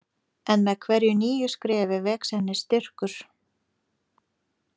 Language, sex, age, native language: Icelandic, female, 40-49, Lithuanian